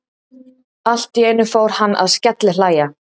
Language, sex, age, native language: Icelandic, female, 30-39, Icelandic